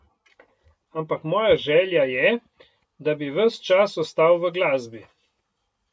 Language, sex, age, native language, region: Slovenian, male, 50-59, Slovenian, Coastal Karst region